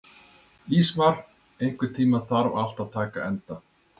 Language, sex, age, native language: Icelandic, male, 30-39, Icelandic